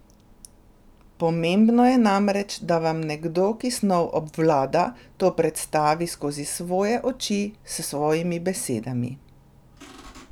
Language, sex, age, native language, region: Slovenian, female, 30-49, Slovenian, Drava region